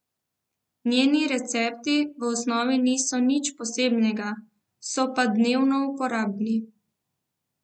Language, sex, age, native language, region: Slovenian, female, 18-29, Slovenian, Central Slovenia